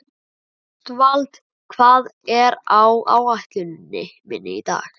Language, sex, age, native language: Icelandic, male, 11, Icelandic